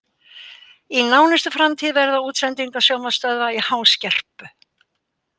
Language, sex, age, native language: Icelandic, female, 80-89, Icelandic